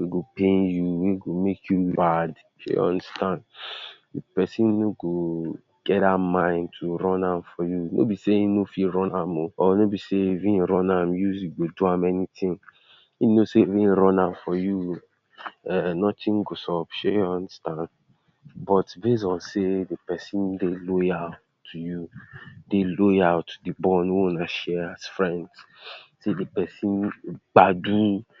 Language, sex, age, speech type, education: Nigerian Pidgin, male, 60+, spontaneous, tertiary